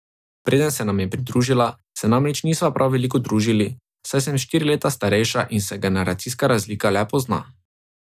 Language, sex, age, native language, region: Slovenian, male, 18-29, Slovenian, Drava region